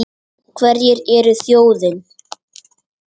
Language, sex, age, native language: Icelandic, male, 8, Icelandic